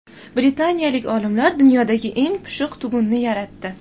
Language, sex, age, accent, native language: Uzbek, female, 18-24, Toshkent shahri, Uzbek